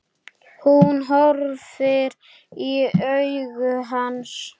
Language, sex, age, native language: Icelandic, male, 8, Icelandic